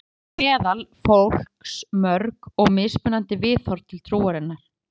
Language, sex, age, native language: Icelandic, female, 30-39, Icelandic